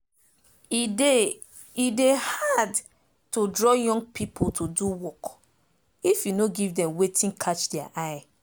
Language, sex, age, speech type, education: Nigerian Pidgin, female, 30-45, spontaneous, tertiary